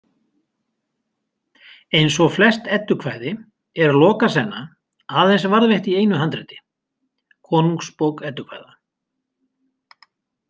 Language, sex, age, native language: Icelandic, male, 50-59, Icelandic